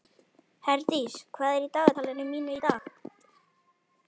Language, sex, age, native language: Icelandic, male, 11, Icelandic